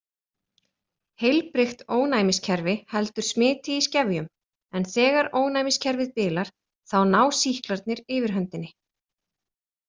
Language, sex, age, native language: Icelandic, female, 40-49, Icelandic